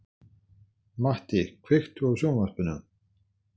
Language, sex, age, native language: Icelandic, male, 60-69, Icelandic